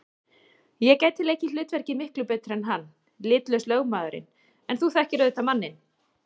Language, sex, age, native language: Icelandic, female, 30-39, Icelandic